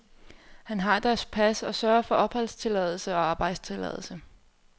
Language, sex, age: Danish, female, 24